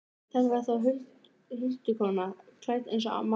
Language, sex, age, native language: Icelandic, female, 13, Icelandic